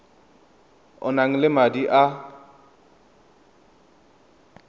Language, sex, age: Tswana, male, 31